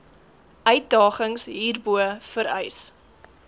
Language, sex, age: Afrikaans, female, 18